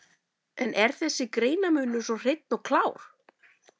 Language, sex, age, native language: Icelandic, female, 30-39, Icelandic